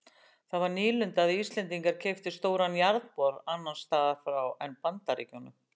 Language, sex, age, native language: Icelandic, female, 60-69, Icelandic